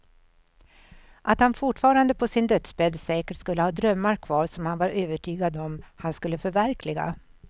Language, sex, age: Swedish, female, 64